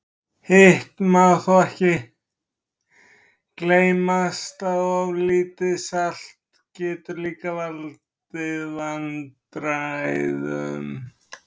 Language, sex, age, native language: Icelandic, male, 30-39, Icelandic